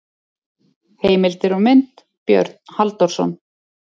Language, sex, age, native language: Icelandic, female, 30-39, Icelandic